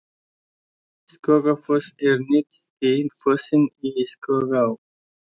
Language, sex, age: Icelandic, male, 20-29